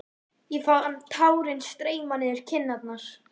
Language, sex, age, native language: Icelandic, female, 11, Icelandic